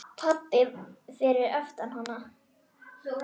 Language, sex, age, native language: Icelandic, female, 9, Icelandic